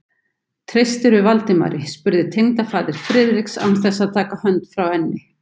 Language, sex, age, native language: Icelandic, female, 70-79, Icelandic